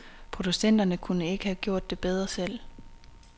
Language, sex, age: Danish, female, 26